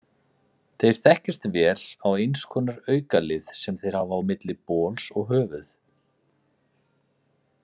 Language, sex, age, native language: Icelandic, male, 40-49, Icelandic